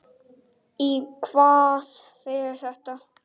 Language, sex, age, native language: Icelandic, male, 9, Icelandic